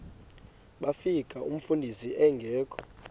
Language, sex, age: Xhosa, male, 19